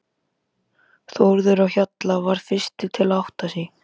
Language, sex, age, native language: Icelandic, male, 13, Icelandic